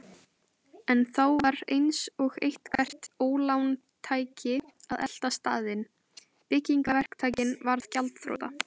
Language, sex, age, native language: Icelandic, female, 18-19, Icelandic